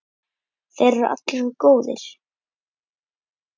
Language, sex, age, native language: Icelandic, male, 10, Icelandic